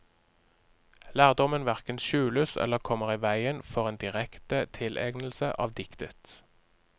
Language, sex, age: Norwegian, male, 30